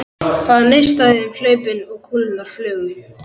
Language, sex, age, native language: Icelandic, male, 11, Icelandic